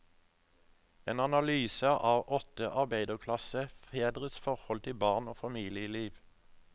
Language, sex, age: Norwegian, male, 57